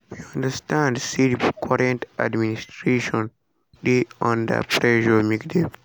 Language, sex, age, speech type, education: Nigerian Pidgin, male, 15-29, spontaneous, secondary